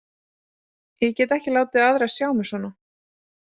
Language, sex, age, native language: Icelandic, female, 30-39, Icelandic